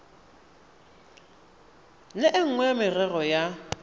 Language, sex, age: Tswana, male, 23